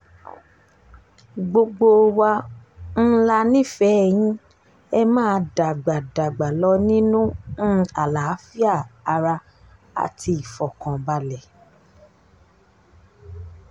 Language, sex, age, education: Yoruba, female, 15-29, tertiary